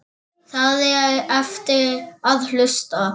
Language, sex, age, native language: Icelandic, male, 7, Icelandic